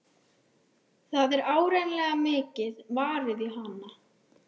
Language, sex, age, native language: Icelandic, female, 12, Icelandic